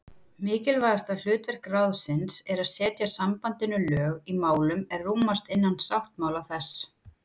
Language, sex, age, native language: Icelandic, female, 30-39, Icelandic